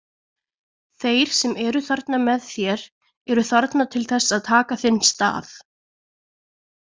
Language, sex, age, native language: Icelandic, female, 20-29, Icelandic